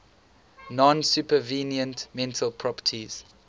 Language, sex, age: English, male, 18